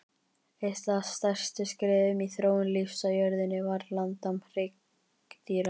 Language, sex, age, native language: Icelandic, male, 18-19, Icelandic